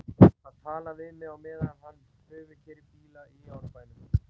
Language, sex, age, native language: Icelandic, male, 40-49, Icelandic